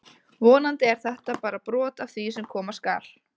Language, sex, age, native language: Icelandic, female, 20-29, Icelandic